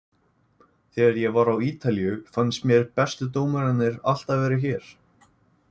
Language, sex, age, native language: Icelandic, male, 20-29, Icelandic